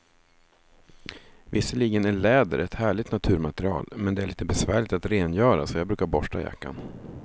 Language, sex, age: Swedish, male, 36